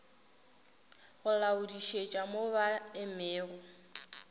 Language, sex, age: Northern Sotho, female, 19